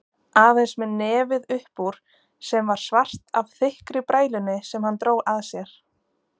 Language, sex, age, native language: Icelandic, female, 20-29, Icelandic